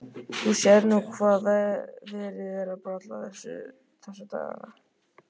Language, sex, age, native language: Icelandic, male, 13, Icelandic